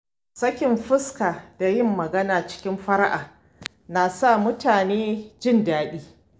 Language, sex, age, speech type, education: Hausa, female, 15-29, spontaneous, tertiary